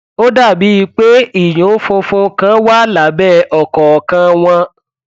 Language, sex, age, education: Yoruba, male, 15-29, tertiary